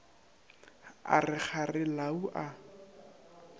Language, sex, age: Northern Sotho, male, 19